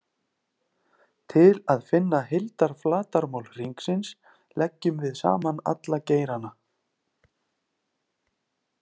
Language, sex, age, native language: Icelandic, male, 30-39, Icelandic